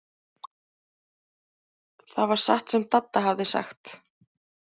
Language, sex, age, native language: Icelandic, male, 20-29, Icelandic